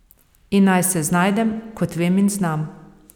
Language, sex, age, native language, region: Slovenian, female, 30-49, Slovenian, Savinja region